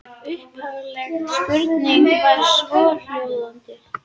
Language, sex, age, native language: Icelandic, female, 18-19, Icelandic